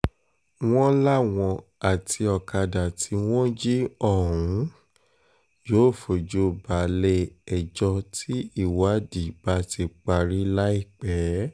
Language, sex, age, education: Yoruba, male, 15-29, tertiary